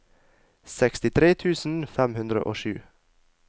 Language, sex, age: Norwegian, male, 22